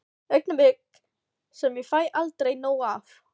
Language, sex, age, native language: Icelandic, female, 15, Filipino